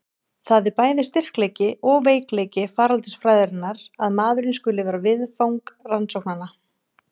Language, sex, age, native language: Icelandic, female, 30-39, Icelandic